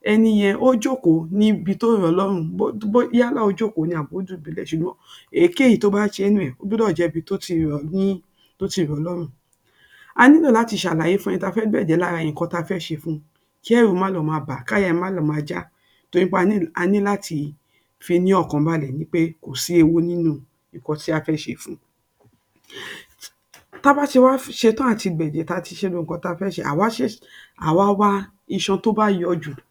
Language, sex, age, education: Yoruba, female, 60+, tertiary